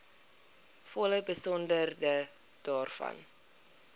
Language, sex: Afrikaans, female